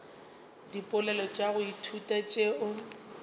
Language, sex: Northern Sotho, female